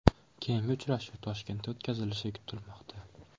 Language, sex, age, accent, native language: Uzbek, male, 18-24, Andijon, Uzbek